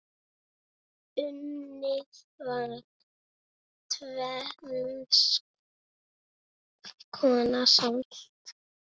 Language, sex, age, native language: Icelandic, male, 7, Icelandic